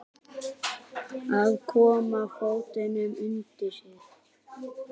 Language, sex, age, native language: Icelandic, male, 18-19, Icelandic